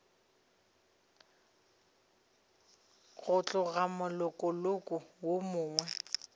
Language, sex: Northern Sotho, female